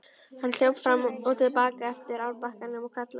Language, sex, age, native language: Icelandic, female, 13, Icelandic